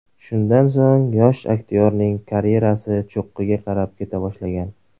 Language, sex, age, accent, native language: Uzbek, male, 19-29, Surxondaryo, Uzbek